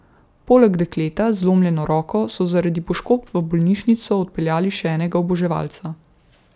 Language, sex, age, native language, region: Slovenian, female, 18-29, Slovenian, Central Slovenia